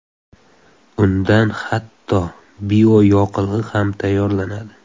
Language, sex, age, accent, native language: Uzbek, male, 18-24, Xorazm, Uzbek